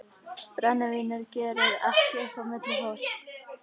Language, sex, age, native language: Icelandic, other, 13, Icelandic